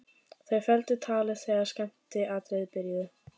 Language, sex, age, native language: Icelandic, female, 15, Icelandic